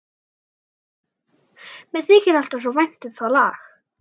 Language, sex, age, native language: Icelandic, other, 12, Icelandic